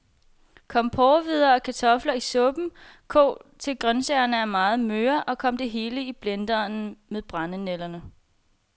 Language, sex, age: Danish, female, 21